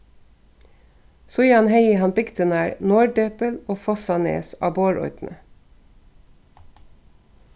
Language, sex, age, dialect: Faroese, female, 36-60, Suðurstreymoy